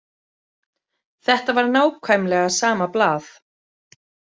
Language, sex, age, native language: Icelandic, female, 30-39, Icelandic